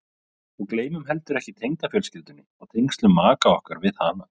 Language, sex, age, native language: Icelandic, male, 30-39, Icelandic